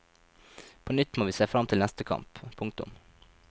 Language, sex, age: Norwegian, male, 23